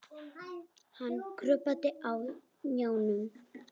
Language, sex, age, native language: Icelandic, female, 20-29, Icelandic